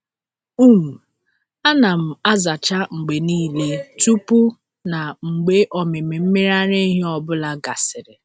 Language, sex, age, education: Igbo, female, 30-45, tertiary